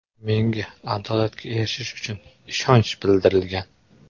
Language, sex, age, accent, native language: Uzbek, male, 18-24, Qoraqalpog'iston, Uzbek